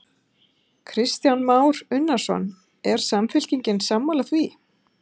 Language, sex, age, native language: Icelandic, female, 50-59, Icelandic